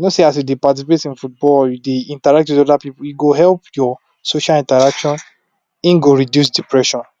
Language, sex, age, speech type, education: Nigerian Pidgin, male, 46-60, spontaneous, tertiary